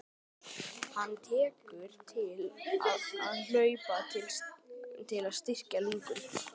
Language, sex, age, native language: Icelandic, male, 12, Icelandic